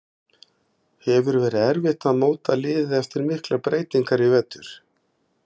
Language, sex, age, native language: Icelandic, male, 50-59, Icelandic